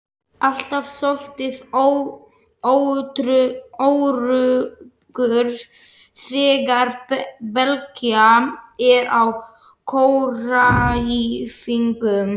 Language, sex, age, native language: Icelandic, male, 11, Slovak